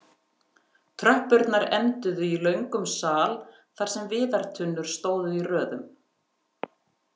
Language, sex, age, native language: Icelandic, female, 50-59, Icelandic